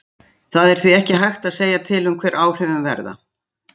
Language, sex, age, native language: Icelandic, female, 60-69, Icelandic